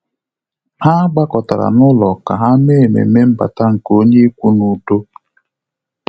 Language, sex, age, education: Igbo, male, 30-45, tertiary